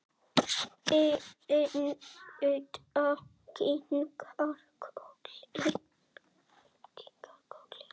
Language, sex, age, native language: Icelandic, male, 7, Icelandic